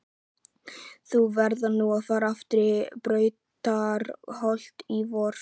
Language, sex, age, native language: Icelandic, male, 11, Icelandic